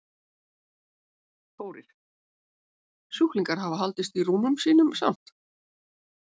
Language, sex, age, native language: Icelandic, female, 70-79, Icelandic